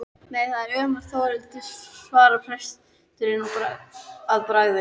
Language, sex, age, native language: Icelandic, female, 13, Icelandic